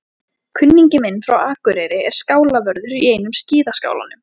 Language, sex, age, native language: Icelandic, female, 14, Icelandic